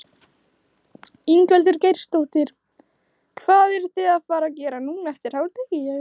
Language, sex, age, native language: Icelandic, male, 16, Icelandic